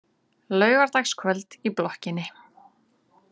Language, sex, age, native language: Icelandic, female, 30-39, Icelandic